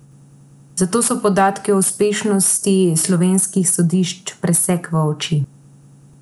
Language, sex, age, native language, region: Slovenian, female, 18-29, Slovenian, Central Slovenia